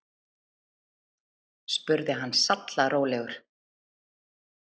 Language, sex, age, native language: Icelandic, female, 30-39, Icelandic